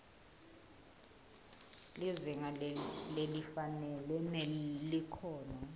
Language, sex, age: Swati, female, 21